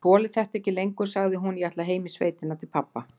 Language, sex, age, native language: Icelandic, female, 60-69, Icelandic